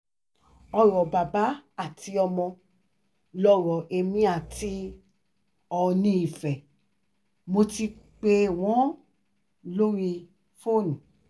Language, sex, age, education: Yoruba, female, 30-45, tertiary